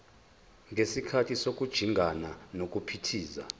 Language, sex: Zulu, male